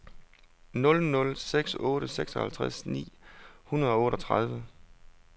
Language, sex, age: Danish, male, 32